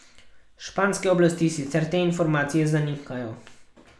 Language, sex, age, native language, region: Slovenian, male, 12-17, Slovenian, Carinthia region